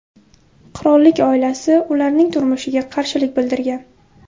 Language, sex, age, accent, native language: Uzbek, female, 18-24, Buxoro, Uzbek